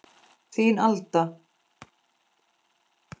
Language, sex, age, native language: Icelandic, female, 10, Icelandic